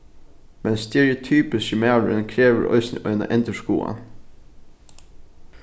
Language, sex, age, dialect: Faroese, male, 15-35, Norðuroyggjar